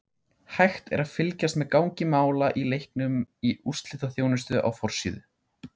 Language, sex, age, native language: Icelandic, male, 16, Icelandic